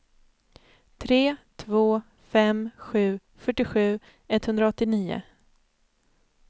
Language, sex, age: Swedish, female, 29